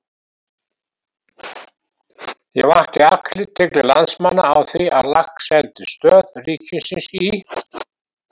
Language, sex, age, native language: Icelandic, male, 70-79, Icelandic